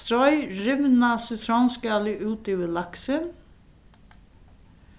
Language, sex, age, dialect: Faroese, female, 61+, Suðurstreymoy